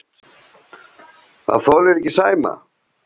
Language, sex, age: Icelandic, female, 7